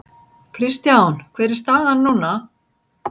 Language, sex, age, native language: Icelandic, female, 60-69, Icelandic